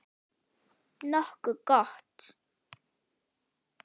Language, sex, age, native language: Icelandic, female, 9, Icelandic